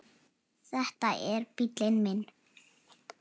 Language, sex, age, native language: Icelandic, female, 7, Icelandic